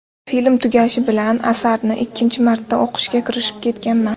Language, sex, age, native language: Uzbek, female, 18-24, Uzbek